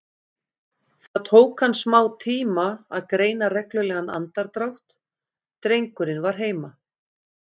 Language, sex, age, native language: Icelandic, female, 50-59, Icelandic